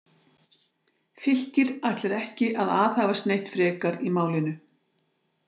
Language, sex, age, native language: Icelandic, female, 60-69, Icelandic